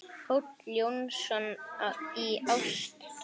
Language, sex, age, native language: Icelandic, male, 8, Icelandic